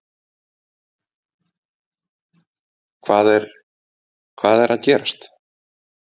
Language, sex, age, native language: Icelandic, male, 50-59, Icelandic